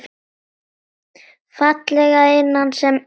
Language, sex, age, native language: Icelandic, female, 10, Icelandic